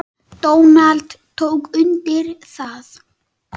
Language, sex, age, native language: Icelandic, male, 9, Icelandic